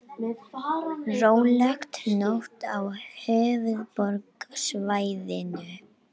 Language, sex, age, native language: Icelandic, male, 18-19, Icelandic